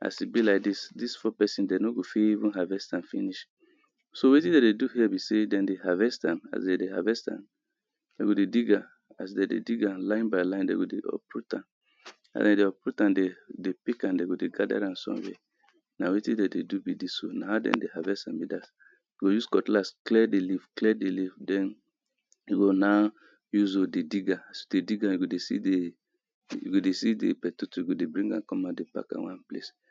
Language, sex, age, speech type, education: Nigerian Pidgin, male, 30-45, spontaneous, tertiary